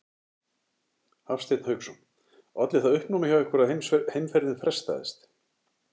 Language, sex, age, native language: Icelandic, male, 60-69, Icelandic